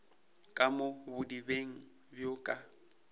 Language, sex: Northern Sotho, male